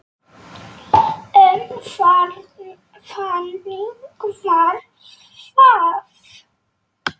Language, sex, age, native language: Icelandic, male, 9, Polish